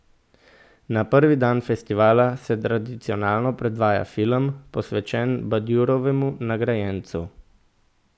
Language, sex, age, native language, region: Slovenian, male, 18-29, Slovenian, Central Slovenia